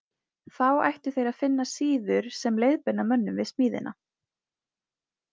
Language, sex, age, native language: Icelandic, female, 20-29, Icelandic